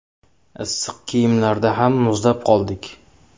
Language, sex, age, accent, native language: Uzbek, male, 25-34, Samarqand, Uzbek